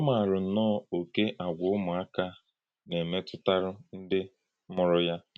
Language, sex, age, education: Igbo, male, 15-29, tertiary